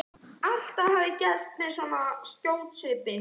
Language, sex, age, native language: Icelandic, female, 11, Icelandic